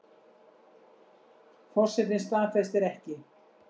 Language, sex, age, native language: Icelandic, female, 60-69, Icelandic